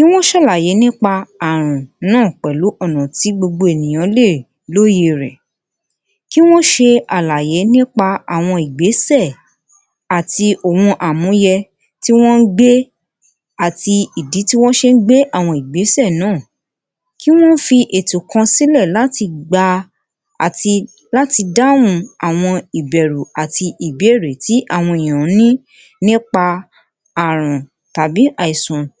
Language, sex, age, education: Yoruba, female, 60+, tertiary